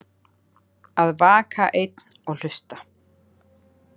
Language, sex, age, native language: Icelandic, female, 50-59, Icelandic